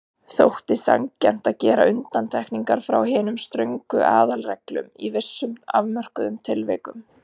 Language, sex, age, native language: Icelandic, female, 30-39, Icelandic